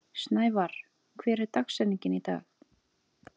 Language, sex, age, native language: Icelandic, female, 30-39, Icelandic